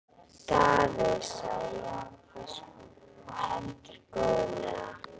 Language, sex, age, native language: Icelandic, female, 11, Icelandic